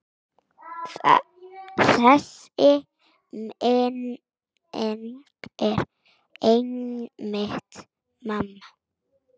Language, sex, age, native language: Icelandic, female, 9, Icelandic